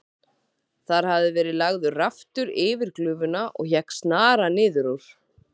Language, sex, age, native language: Icelandic, female, 30-39, Icelandic